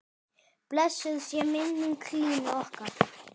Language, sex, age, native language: Icelandic, male, 10, Icelandic